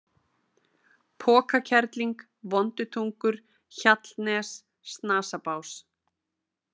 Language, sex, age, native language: Icelandic, female, 30-39, Icelandic